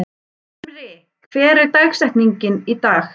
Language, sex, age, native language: Icelandic, male, 11, Icelandic